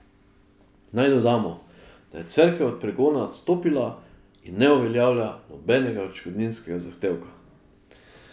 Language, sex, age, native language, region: Slovenian, male, 50-59, Slovenian, Drava region